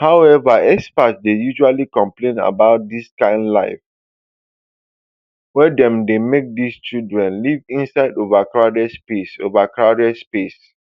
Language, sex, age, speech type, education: Nigerian Pidgin, male, 15-29, spontaneous, tertiary